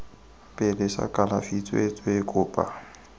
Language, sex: Tswana, male